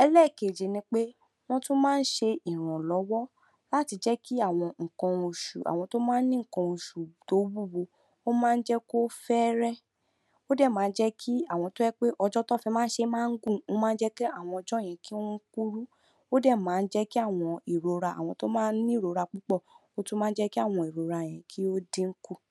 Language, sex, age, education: Yoruba, female, 46-60, tertiary